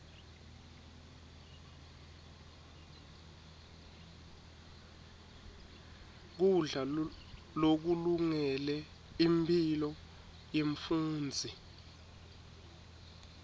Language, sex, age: Swati, male, 23